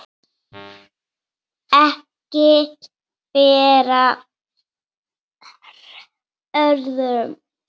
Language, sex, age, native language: Icelandic, female, 7, Icelandic